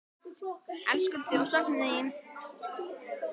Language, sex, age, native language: Icelandic, female, 10, Icelandic